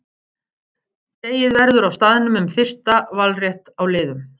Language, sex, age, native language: Icelandic, female, 50-59, Icelandic